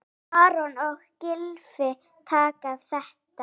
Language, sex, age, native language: Icelandic, female, 8, Icelandic